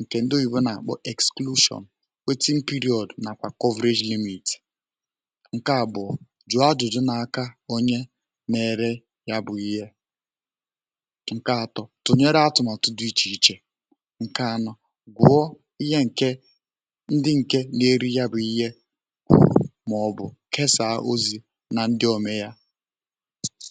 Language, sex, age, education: Igbo, male, 15-29, tertiary